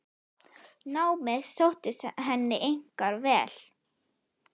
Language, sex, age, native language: Icelandic, female, 9, Icelandic